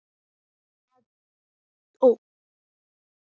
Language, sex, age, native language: Icelandic, female, 7, Icelandic